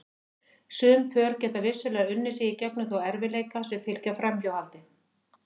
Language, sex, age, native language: Icelandic, female, 50-59, Icelandic